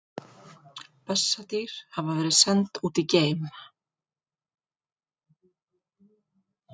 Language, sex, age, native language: Icelandic, female, 40-49, Icelandic